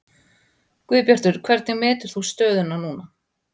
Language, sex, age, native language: Icelandic, female, 40-49, Icelandic